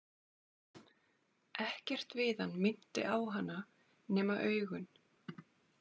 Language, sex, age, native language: Icelandic, female, 40-49, Icelandic